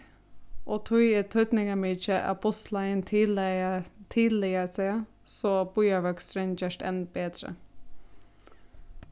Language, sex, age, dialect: Faroese, female, 15-35, Suðurstreymoy